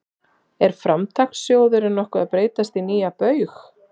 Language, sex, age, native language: Icelandic, female, 40-49, Icelandic